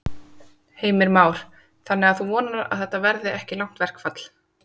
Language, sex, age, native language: Icelandic, female, 30-39, Icelandic